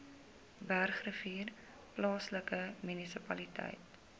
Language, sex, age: Afrikaans, female, 20